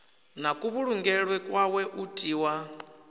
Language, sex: Venda, male